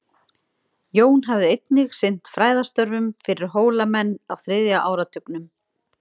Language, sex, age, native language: Icelandic, female, 30-39, Icelandic